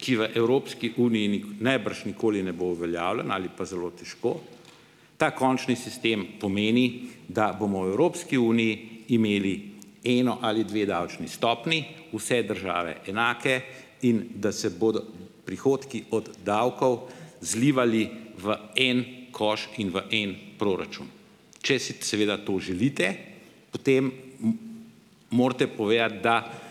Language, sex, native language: Slovenian, male, Slovenian